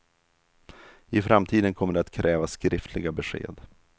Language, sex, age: Swedish, male, 32